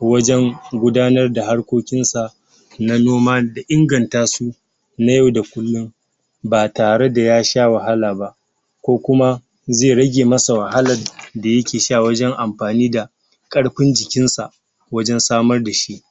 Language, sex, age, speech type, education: Hausa, male, 60+, spontaneous, tertiary